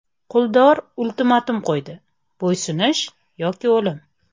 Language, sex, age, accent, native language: Uzbek, female, 25-34, Toshkent shahri, Uzbek